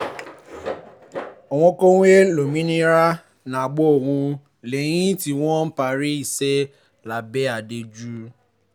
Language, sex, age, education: Yoruba, male, 15-29, tertiary